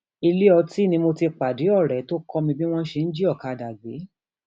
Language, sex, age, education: Yoruba, female, 46-60, tertiary